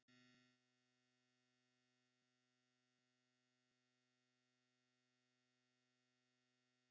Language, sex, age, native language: Icelandic, female, 50-59, Icelandic